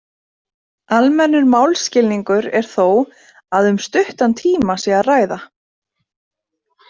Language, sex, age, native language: Icelandic, female, 30-39, Icelandic